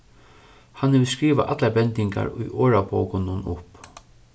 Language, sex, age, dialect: Faroese, male, 36-60, Suðurstreymoy